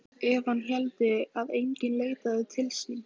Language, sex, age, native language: Icelandic, female, 15, Icelandic